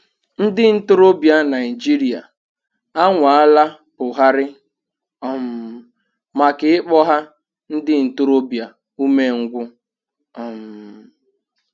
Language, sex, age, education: Igbo, male, 15-29, tertiary